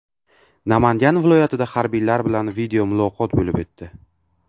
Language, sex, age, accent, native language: Uzbek, male, 18-24, Navoiy, Uzbek